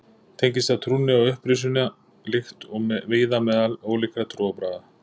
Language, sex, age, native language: Icelandic, male, 40-49, Icelandic